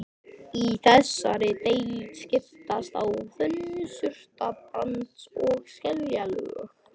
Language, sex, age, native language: Icelandic, male, 13, Icelandic